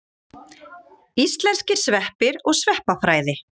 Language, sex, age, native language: Icelandic, female, 40-49, Icelandic